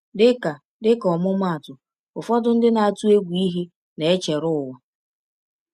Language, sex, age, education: Igbo, female, 15-29, tertiary